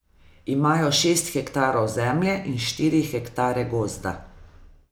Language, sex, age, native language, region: Slovenian, female, 50-59, Slovenian, Savinja region